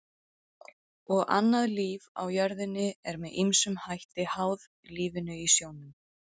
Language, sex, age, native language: Icelandic, female, 30-39, Icelandic